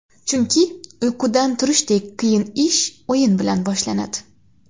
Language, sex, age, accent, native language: Uzbek, female, 19-29, Xorazm, Uzbek